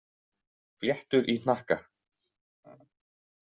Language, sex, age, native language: Icelandic, male, 18-19, Icelandic